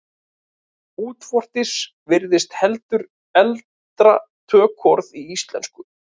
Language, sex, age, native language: Icelandic, male, 30-39, Icelandic